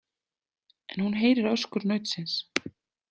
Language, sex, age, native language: Icelandic, female, 30-39, Icelandic